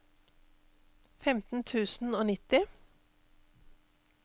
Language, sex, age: Norwegian, female, 48